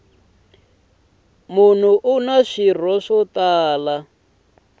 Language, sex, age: Tsonga, male, 26